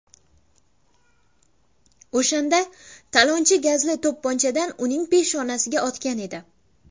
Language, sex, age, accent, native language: Uzbek, female, under 19, Buxoro, Uzbek